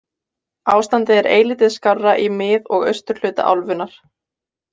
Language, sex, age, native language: Icelandic, female, 20-29, Icelandic